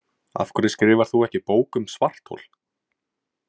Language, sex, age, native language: Icelandic, male, 20-29, Icelandic